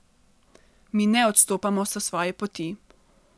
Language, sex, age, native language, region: Slovenian, female, 18-29, Slovenian, Central Slovenia